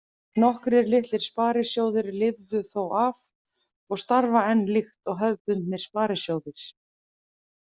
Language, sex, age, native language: Icelandic, female, 30-39, Icelandic